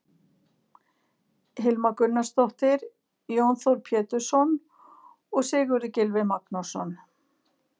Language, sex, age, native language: Icelandic, female, 60-69, Icelandic